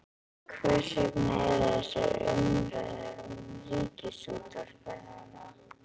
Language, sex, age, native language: Icelandic, female, 11, Icelandic